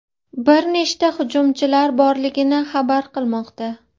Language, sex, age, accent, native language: Uzbek, female, 30-39, Farg'ona, Uzbek